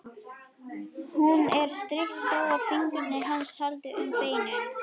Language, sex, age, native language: Icelandic, female, 11, Icelandic